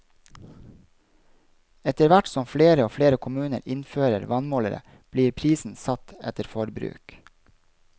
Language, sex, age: Norwegian, male, 32